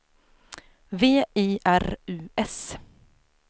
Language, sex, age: Swedish, female, 28